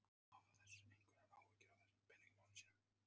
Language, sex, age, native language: Icelandic, male, 30-39, Icelandic